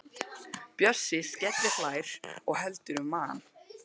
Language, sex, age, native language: Icelandic, male, 12, Icelandic